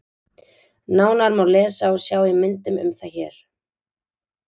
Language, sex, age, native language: Icelandic, female, 20-29, Icelandic